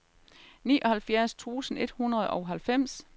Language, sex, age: Danish, female, 38